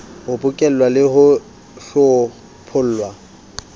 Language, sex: Southern Sotho, male